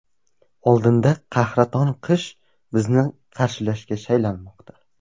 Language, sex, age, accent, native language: Uzbek, male, 18-24, Toshkent viloyati, Uzbek